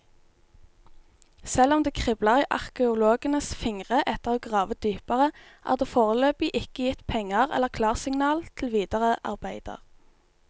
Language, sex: Norwegian, female